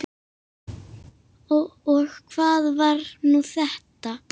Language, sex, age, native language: Icelandic, female, 7, Icelandic